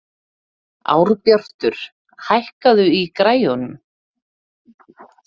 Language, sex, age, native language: Icelandic, female, 30-39, Icelandic